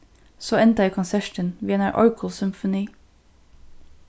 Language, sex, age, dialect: Faroese, female, 15-35, Suðurstreymoy